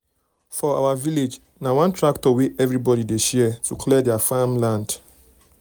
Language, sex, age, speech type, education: Nigerian Pidgin, male, 30-45, spontaneous, tertiary